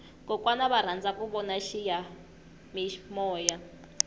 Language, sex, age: Tsonga, female, 21